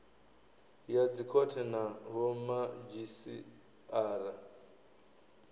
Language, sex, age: Venda, male, 23